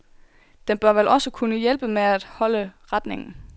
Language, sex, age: Danish, female, 24